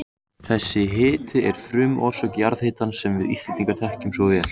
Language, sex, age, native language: Icelandic, male, 18-19, Icelandic